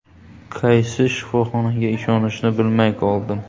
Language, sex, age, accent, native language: Uzbek, male, 18-24, Qoraqalpog'iston, Uzbek